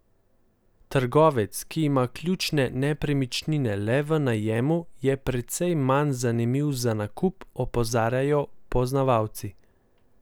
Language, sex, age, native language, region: Slovenian, male, 18-29, Slovenian, Central Slovenia